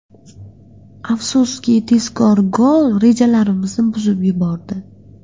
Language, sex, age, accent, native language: Uzbek, female, 18-24, Qashqadaryo, Uzbek